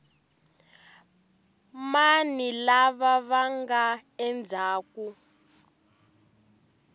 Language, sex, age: Tsonga, female, 18